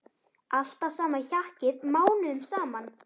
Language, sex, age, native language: Icelandic, female, 10, Icelandic